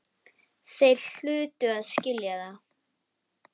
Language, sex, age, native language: Icelandic, female, 10, Icelandic